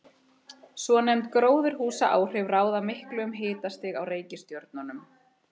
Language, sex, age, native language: Icelandic, female, 30-39, Icelandic